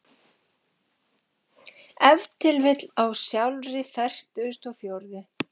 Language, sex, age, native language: Icelandic, female, 11, Icelandic